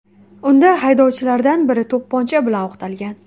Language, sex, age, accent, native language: Uzbek, female, 18-24, Qashqadaryo, Uzbek